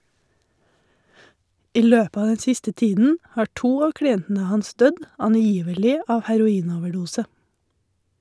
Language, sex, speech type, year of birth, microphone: Norwegian, female, read, 1981, Shure